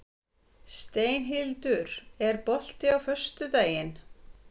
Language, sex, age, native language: Icelandic, female, 50-59, Icelandic